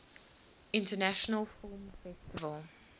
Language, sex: English, female